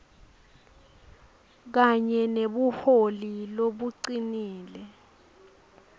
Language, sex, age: Swati, female, 22